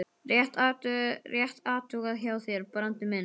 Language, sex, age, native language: Icelandic, male, 12, Icelandic